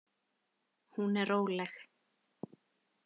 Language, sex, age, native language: Icelandic, female, 20-29, Icelandic